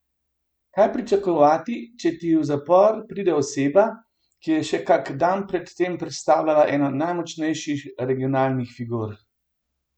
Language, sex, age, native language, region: Slovenian, male, 50-59, Slovenian, Gorenjska region